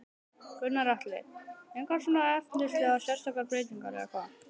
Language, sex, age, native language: Icelandic, male, 12, Icelandic